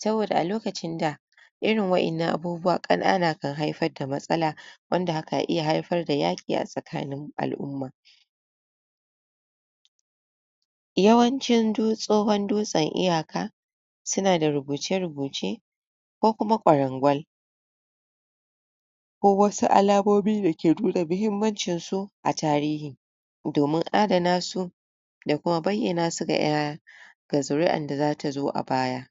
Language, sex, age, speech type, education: Hausa, female, 46-60, spontaneous, tertiary